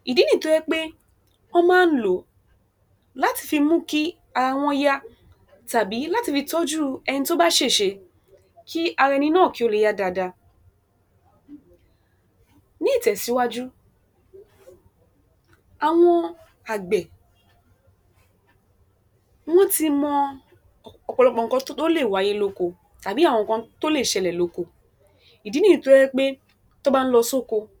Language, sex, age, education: Yoruba, female, 46-60, tertiary